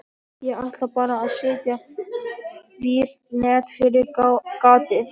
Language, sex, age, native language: Icelandic, male, 11, Icelandic